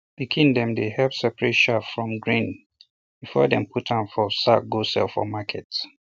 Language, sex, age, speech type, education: Nigerian Pidgin, male, 30-45, spontaneous, tertiary